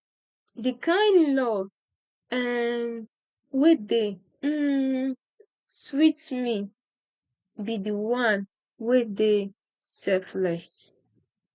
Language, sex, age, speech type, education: Nigerian Pidgin, female, 15-29, spontaneous, tertiary